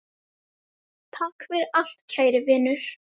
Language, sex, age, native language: Icelandic, female, 10, Icelandic